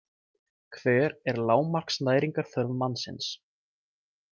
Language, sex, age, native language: Icelandic, male, 20-29, Icelandic